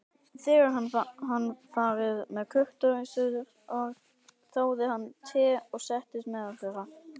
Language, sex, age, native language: Icelandic, male, 18-19, Icelandic